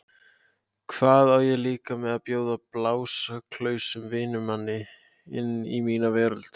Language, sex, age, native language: Icelandic, male, 18-19, Icelandic